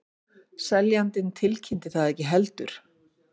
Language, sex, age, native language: Icelandic, female, 50-59, Icelandic